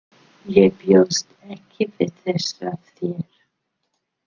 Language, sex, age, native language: Icelandic, female, 50-59, English